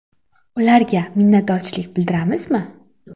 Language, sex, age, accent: Uzbek, female, 18-24, Qoraqalpog'iston